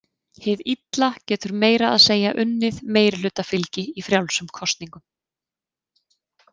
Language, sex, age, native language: Icelandic, female, 30-39, Icelandic